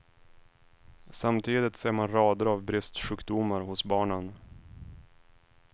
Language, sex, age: Swedish, male, 26